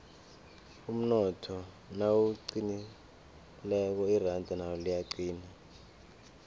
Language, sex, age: South Ndebele, male, 24